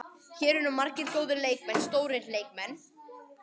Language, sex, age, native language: Icelandic, male, 18-19, Icelandic